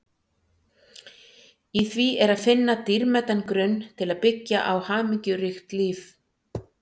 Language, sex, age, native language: Icelandic, female, 60-69, Icelandic